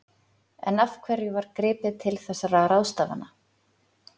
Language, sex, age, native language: Icelandic, female, 40-49, Icelandic